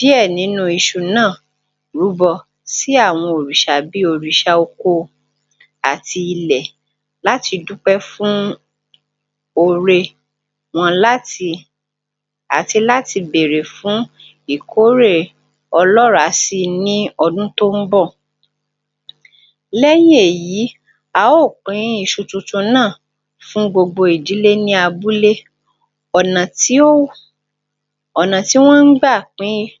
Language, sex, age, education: Yoruba, female, 46-60, tertiary